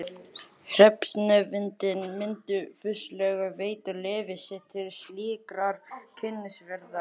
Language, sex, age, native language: Icelandic, male, 11, Icelandic